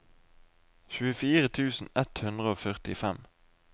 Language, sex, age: Norwegian, male, 20